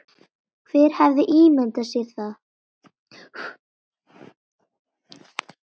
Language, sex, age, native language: Icelandic, female, 10, Icelandic